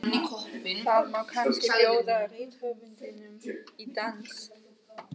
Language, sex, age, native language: Icelandic, female, 18-19, German